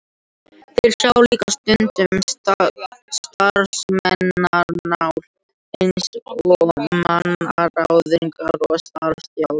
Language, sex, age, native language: Icelandic, other, 18-19, Icelandic